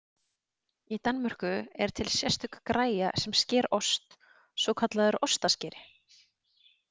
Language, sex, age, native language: Icelandic, female, 30-39, Icelandic